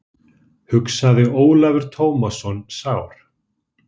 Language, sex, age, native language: Icelandic, male, 30-39, Icelandic